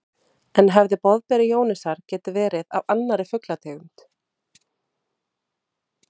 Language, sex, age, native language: Icelandic, female, 30-39, Icelandic